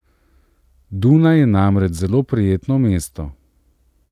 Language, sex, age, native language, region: Slovenian, male, 30-49, Slovenian, Central Slovenia